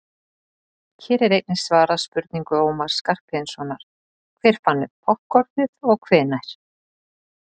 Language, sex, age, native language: Icelandic, female, 40-49, Icelandic